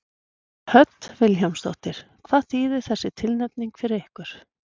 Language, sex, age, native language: Icelandic, female, 40-49, Icelandic